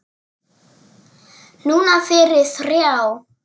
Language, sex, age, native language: Icelandic, female, 7, Icelandic